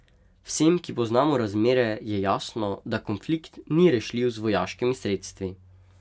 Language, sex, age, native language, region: Slovenian, male, 18-29, Slovenian, Pomurje region